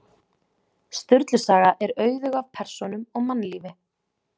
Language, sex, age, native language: Icelandic, female, 20-29, Icelandic